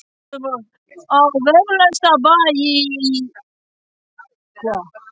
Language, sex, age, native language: Icelandic, female, 60-69, French